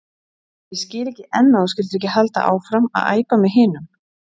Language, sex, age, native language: Icelandic, female, 40-49, Icelandic